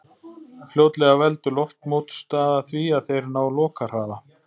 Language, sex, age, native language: Icelandic, male, 40-49, Icelandic